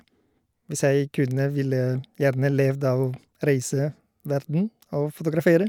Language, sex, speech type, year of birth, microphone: Norwegian, male, spontaneous, 1972, Shure